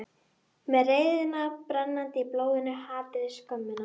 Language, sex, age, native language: Icelandic, female, 12, Icelandic